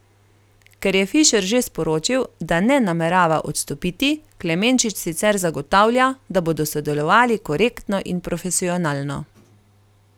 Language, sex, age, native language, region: Slovenian, female, 30-49, Slovenian, Carinthia region